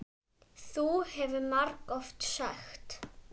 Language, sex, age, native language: Icelandic, female, 9, Icelandic